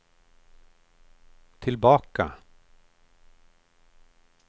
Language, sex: Swedish, male